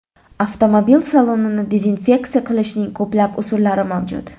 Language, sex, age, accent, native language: Uzbek, female, 25-34, Toshkent shahri, Uzbek